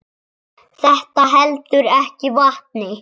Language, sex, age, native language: Icelandic, male, 7, Icelandic